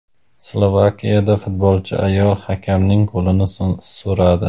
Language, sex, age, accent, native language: Uzbek, male, 25-34, Samarqand, Uzbek